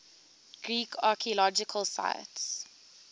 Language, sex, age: English, female, 19